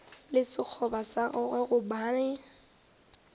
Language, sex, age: Northern Sotho, female, 18